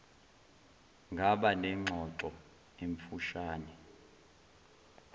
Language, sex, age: Zulu, male, 20